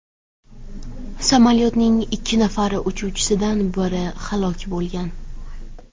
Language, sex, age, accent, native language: Uzbek, female, 18-24, Toshkent shahri, Uzbek